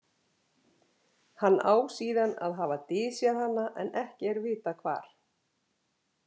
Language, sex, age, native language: Icelandic, female, 50-59, Icelandic